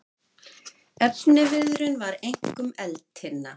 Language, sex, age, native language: Icelandic, female, 50-59, Icelandic